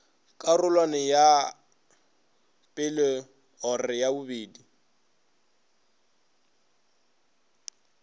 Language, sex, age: Northern Sotho, male, 22